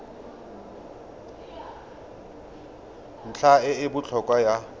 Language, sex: Tswana, male